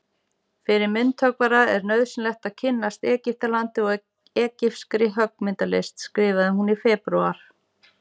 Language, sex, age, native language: Icelandic, female, 40-49, Icelandic